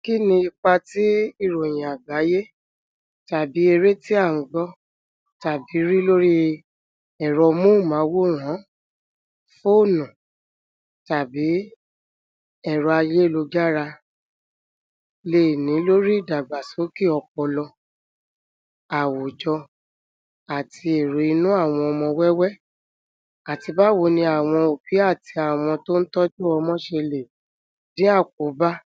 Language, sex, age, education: Yoruba, female, 30-45, tertiary